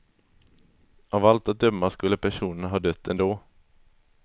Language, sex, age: Swedish, male, 20